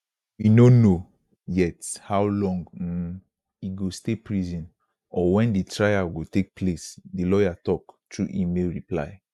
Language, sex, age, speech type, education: Nigerian Pidgin, male, 15-29, spontaneous, tertiary